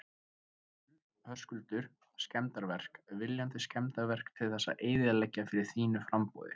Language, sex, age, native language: Icelandic, male, 20-29, Icelandic